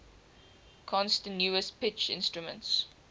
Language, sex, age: English, female, 18